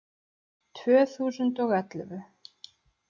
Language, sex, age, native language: Icelandic, female, 30-39, Icelandic